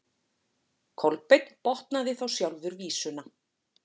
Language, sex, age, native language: Icelandic, female, 40-49, Icelandic